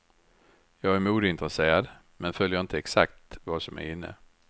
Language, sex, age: Swedish, male, 61